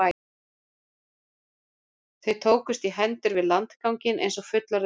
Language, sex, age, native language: Icelandic, female, 40-49, Icelandic